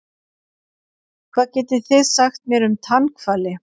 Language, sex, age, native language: Icelandic, female, 50-59, Icelandic